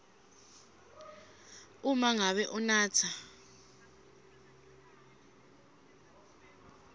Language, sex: Swati, female